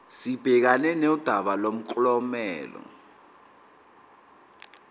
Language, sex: Zulu, male